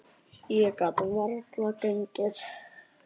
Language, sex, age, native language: Icelandic, male, 9, Icelandic